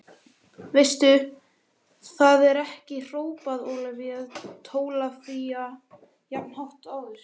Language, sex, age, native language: Icelandic, male, 18-19, Icelandic